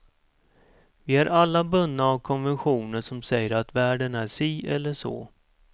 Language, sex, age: Swedish, male, 47